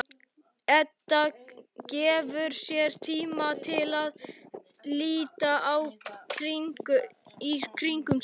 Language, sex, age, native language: Icelandic, male, 11, Icelandic